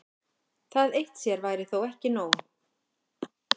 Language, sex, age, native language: Icelandic, female, 50-59, Icelandic